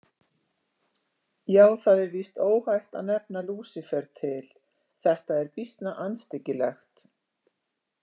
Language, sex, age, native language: Icelandic, female, 50-59, Icelandic